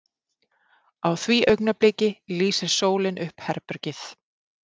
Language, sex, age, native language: Icelandic, female, 30-39, Icelandic